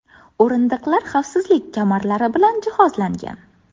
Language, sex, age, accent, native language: Uzbek, female, 18-24, Navoiy, Uzbek